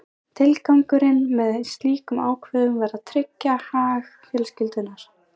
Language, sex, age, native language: Icelandic, female, 20-29, Icelandic